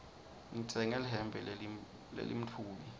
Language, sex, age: Swati, male, 20